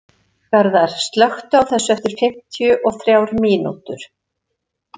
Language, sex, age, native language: Icelandic, female, 60-69, Icelandic